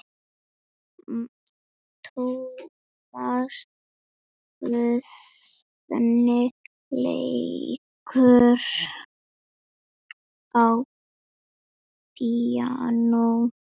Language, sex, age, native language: Icelandic, female, 8, Icelandic